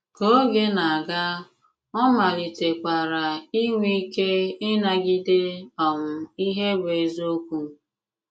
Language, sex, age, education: Igbo, female, 15-29, tertiary